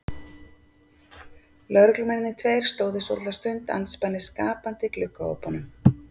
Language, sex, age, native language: Icelandic, female, 50-59, Icelandic